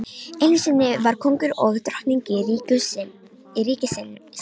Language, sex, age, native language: Icelandic, female, 18-19, Romanian